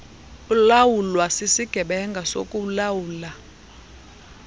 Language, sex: Xhosa, female